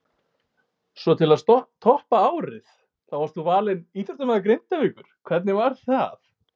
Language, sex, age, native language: Icelandic, male, 18-19, Icelandic